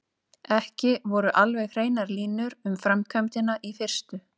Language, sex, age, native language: Icelandic, female, 30-39, Icelandic